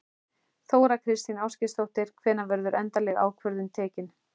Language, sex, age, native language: Icelandic, male, 11, Icelandic